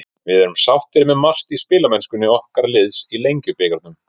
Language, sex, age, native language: Icelandic, male, 30-39, Icelandic